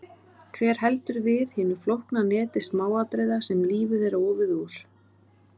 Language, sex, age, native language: Icelandic, female, 30-39, Icelandic